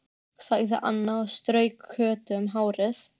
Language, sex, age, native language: Icelandic, female, 13, Icelandic